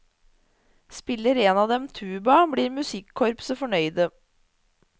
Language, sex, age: Norwegian, female, 30